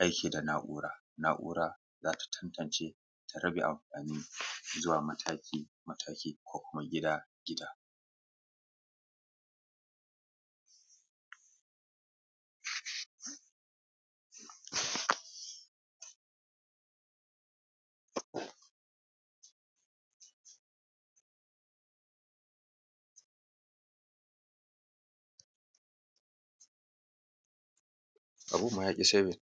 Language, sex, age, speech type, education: Hausa, male, 30-45, spontaneous, tertiary